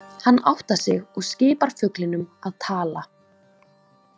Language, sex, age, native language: Icelandic, female, 20-29, Icelandic